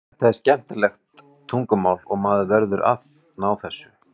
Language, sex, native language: Icelandic, male, Icelandic